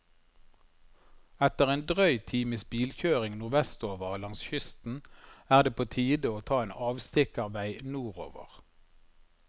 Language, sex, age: Norwegian, male, 51